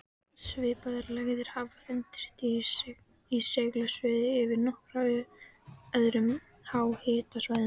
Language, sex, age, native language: Icelandic, female, 13, Icelandic